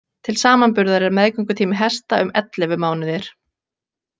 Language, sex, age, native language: Icelandic, female, 20-29, Icelandic